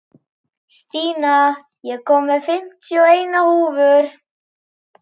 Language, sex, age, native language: Icelandic, male, 11, Icelandic